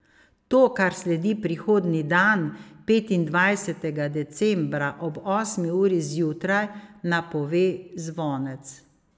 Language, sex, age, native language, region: Slovenian, female, 50-59, Slovenian, Savinja region